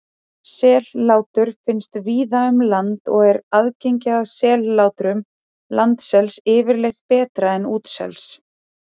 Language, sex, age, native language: Icelandic, female, 30-39, Icelandic